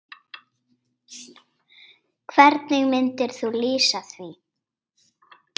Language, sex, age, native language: Icelandic, female, 8, Icelandic